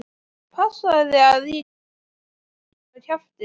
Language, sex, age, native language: Icelandic, female, 12, Icelandic